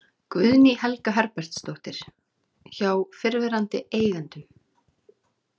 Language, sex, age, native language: Icelandic, female, 30-39, Icelandic